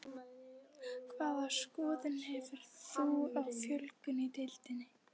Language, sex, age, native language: Icelandic, female, 13, Icelandic